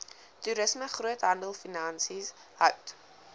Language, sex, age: Afrikaans, female, 19